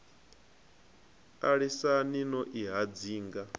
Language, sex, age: Venda, male, 25